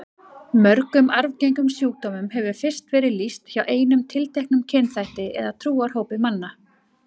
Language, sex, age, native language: Icelandic, female, 40-49, Icelandic